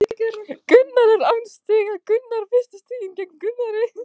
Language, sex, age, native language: Icelandic, female, 15, Icelandic